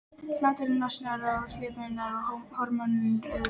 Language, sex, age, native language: Icelandic, female, 13, Icelandic